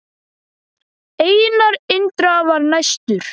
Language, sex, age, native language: Icelandic, male, 10, Icelandic